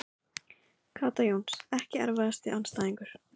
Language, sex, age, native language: Icelandic, female, 15, Icelandic